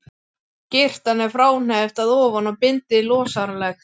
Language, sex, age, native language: Icelandic, male, 12, Icelandic